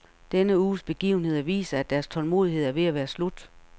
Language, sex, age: Danish, female, 48